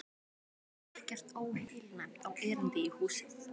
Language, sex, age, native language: Icelandic, female, 12, Icelandic